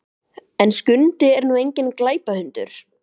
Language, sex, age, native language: Icelandic, male, 12, Icelandic